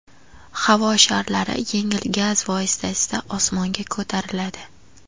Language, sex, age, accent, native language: Uzbek, female, 18-24, Andijon, Uzbek